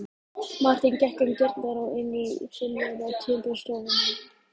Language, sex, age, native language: Icelandic, female, 14, Icelandic